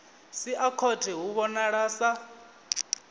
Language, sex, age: Venda, male, 19